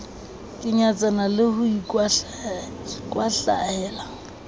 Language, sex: Southern Sotho, female